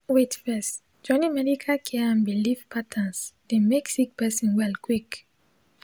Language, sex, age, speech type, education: Nigerian Pidgin, female, 15-29, spontaneous, tertiary